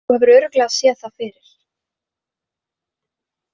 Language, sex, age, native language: Icelandic, female, 20-29, Icelandic